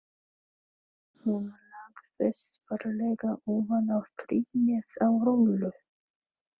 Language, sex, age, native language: Icelandic, female, 30-39, Filipino